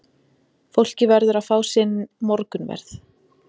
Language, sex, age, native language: Icelandic, female, 20-29, Icelandic